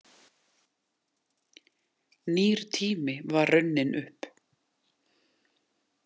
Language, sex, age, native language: Icelandic, female, 40-49, Icelandic